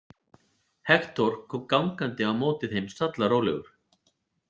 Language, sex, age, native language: Icelandic, male, 40-49, Icelandic